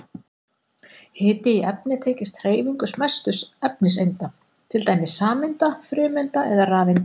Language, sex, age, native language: Icelandic, female, 40-49, Icelandic